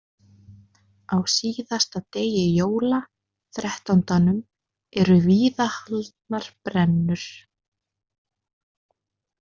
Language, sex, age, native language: Icelandic, female, 20-29, Icelandic